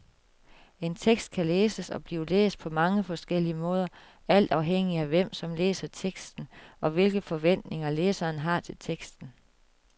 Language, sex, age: Danish, female, 36